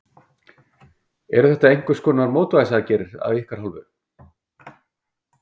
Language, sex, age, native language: Icelandic, male, 50-59, Icelandic